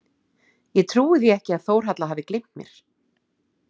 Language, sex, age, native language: Icelandic, female, 40-49, Icelandic